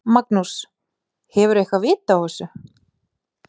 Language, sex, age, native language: Icelandic, female, 40-49, Icelandic